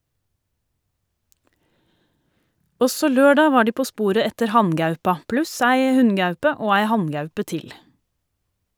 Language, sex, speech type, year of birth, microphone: Norwegian, female, read, 1971, Shure